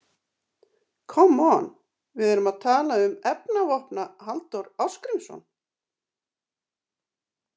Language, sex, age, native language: Icelandic, female, 50-59, Icelandic